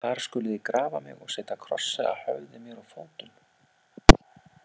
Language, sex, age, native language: Icelandic, male, 40-49, Icelandic